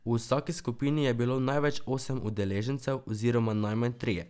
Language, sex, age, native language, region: Slovenian, male, 12-17, Slovenian, Drava region